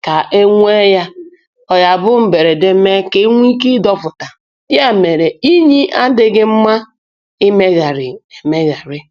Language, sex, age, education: Igbo, female, 30-45, tertiary